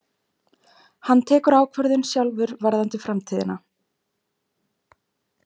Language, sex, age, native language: Icelandic, female, 20-29, Icelandic